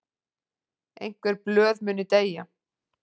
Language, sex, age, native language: Icelandic, female, 40-49, Icelandic